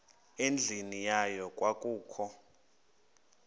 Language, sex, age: Xhosa, male, 21